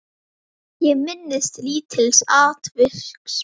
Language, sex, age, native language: Icelandic, female, 10, Icelandic